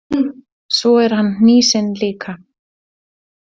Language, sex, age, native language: Icelandic, female, 40-49, Icelandic